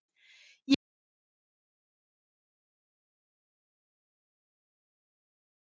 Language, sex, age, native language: Icelandic, female, 50-59, Icelandic